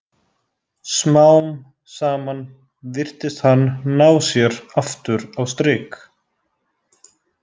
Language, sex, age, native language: Icelandic, male, 20-29, Icelandic